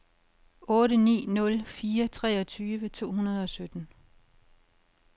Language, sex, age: Danish, female, 51